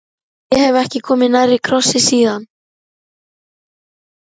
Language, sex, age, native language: Icelandic, female, 11, Icelandic